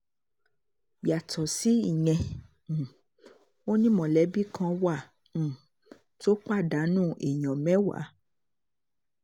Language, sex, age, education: Yoruba, female, 30-45, tertiary